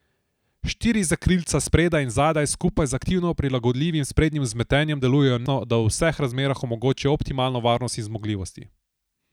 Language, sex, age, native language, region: Slovenian, male, 18-29, Slovenian, Southeast Slovenia